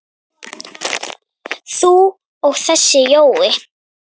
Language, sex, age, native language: Icelandic, female, 9, Icelandic